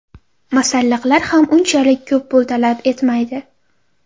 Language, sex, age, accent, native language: Uzbek, female, 12-17, Andijon, Uzbek